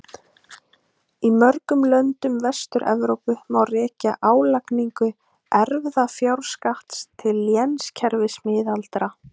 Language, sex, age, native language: Icelandic, female, 20-29, Icelandic